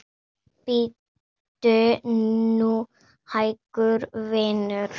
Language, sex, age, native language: Icelandic, female, 8, Icelandic